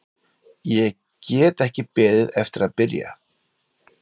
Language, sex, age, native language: Icelandic, male, 40-49, Icelandic